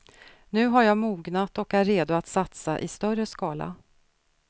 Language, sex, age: Swedish, female, 46